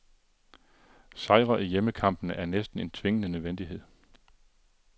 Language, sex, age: Danish, male, 42